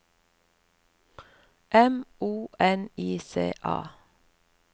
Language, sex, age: Norwegian, female, 59